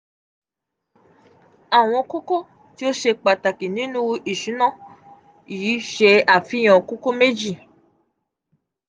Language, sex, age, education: Yoruba, female, 15-29, tertiary